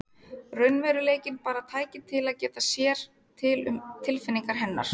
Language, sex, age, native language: Icelandic, female, 30-39, Icelandic